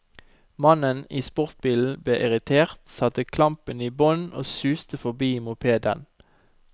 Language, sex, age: Norwegian, male, 29